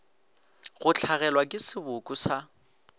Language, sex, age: Northern Sotho, male, 18